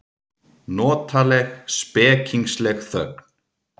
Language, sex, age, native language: Icelandic, male, 30-39, Icelandic